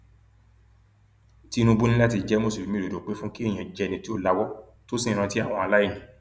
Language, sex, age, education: Yoruba, male, 30-45, tertiary